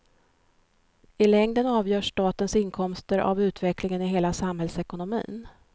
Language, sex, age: Swedish, female, 53